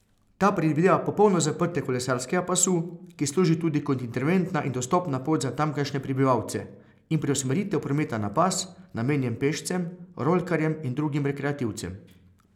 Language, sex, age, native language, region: Slovenian, male, 30-49, Slovenian, Carinthia region